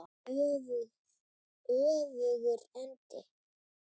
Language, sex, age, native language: Icelandic, female, 7, Icelandic